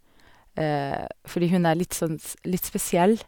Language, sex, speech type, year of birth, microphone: Norwegian, female, spontaneous, 1984, Sennheiser